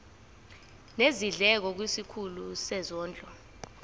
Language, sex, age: Zulu, female, 25